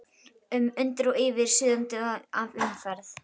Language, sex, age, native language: Icelandic, female, 12, Icelandic